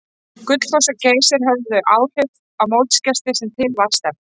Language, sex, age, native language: Icelandic, female, 30-39, Icelandic